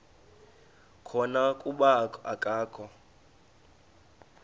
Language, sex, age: Xhosa, male, 33